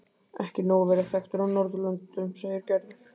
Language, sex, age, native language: Icelandic, male, 15, Icelandic